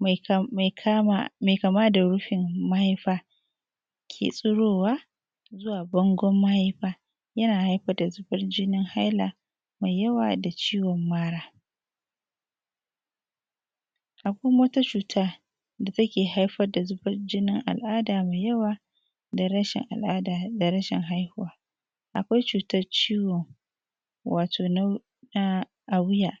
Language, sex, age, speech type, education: Hausa, female, 30-45, spontaneous, tertiary